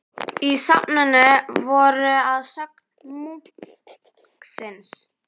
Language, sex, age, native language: Icelandic, female, 11, Icelandic